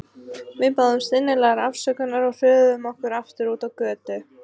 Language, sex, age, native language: Icelandic, female, 30-39, Icelandic